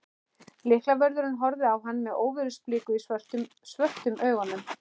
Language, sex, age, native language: Icelandic, male, 11, Icelandic